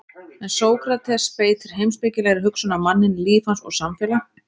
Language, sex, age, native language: Icelandic, female, 30-39, Icelandic